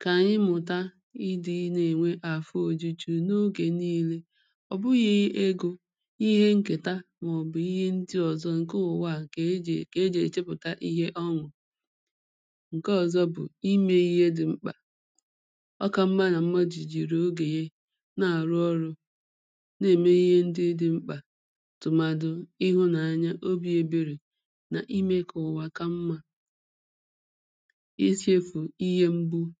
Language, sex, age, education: Igbo, female, 30-45, primary